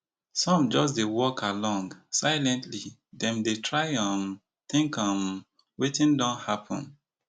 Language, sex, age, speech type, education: Nigerian Pidgin, male, 30-45, spontaneous, tertiary